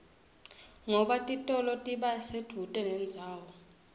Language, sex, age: Swati, female, 21